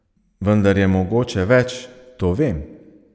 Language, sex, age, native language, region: Slovenian, male, 30-49, Slovenian, Savinja region